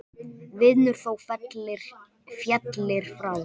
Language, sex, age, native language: Icelandic, male, 10, Icelandic